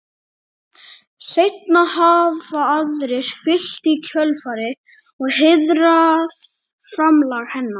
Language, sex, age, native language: Icelandic, female, 30-39, Icelandic